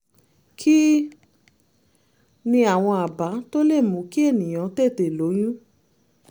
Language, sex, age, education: Yoruba, female, 30-45, tertiary